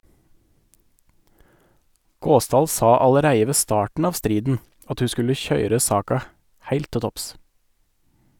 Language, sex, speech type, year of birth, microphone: Norwegian, male, read, 1984, Sennheiser